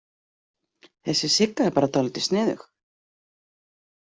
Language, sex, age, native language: Icelandic, female, 40-49, Icelandic